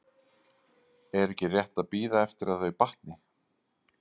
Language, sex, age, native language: Icelandic, male, 40-49, Icelandic